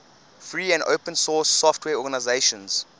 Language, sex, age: English, male, 20